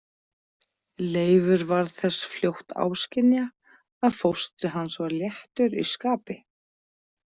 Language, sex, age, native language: Icelandic, female, 40-49, Icelandic